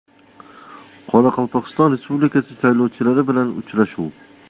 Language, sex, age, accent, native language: Uzbek, male, 25-34, Toshkent shahri, Uzbek